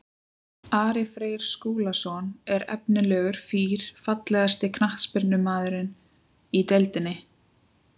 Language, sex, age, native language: Icelandic, female, 20-29, Icelandic